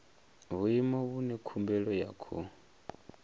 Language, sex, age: Venda, male, 23